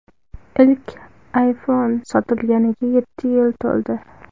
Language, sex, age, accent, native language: Uzbek, female, 18-24, Surxondaryo, Uzbek